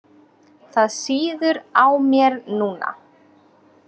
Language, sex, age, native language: Icelandic, female, 20-29, Icelandic